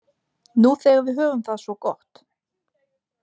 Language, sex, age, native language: Icelandic, female, 20-29, Icelandic